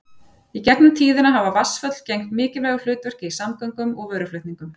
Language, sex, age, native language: Icelandic, female, 40-49, Icelandic